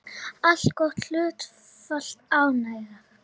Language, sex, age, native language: Icelandic, female, 30-39, Icelandic